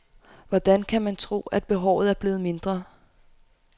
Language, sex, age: Danish, female, 25